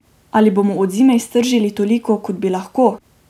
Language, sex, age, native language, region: Slovenian, female, 18-29, Slovenian, Drava region